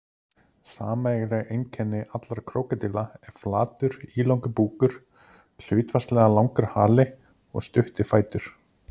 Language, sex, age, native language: Icelandic, male, 30-39, Icelandic